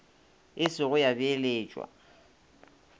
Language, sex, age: Northern Sotho, male, 26